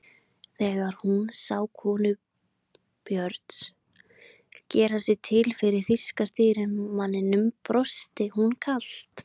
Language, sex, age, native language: Icelandic, female, 20-29, Icelandic